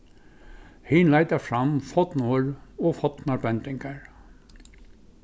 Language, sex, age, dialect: Faroese, male, 61+, Suðurstreymoy